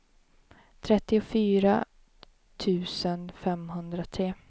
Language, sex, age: Swedish, female, 18